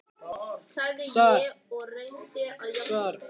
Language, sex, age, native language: Icelandic, male, 15, Icelandic